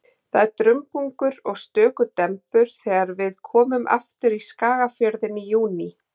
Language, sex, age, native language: Icelandic, female, 40-49, Icelandic